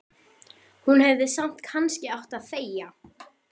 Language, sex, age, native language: Icelandic, female, 12, Icelandic